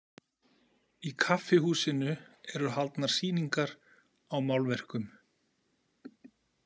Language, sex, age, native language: Icelandic, male, 40-49, Icelandic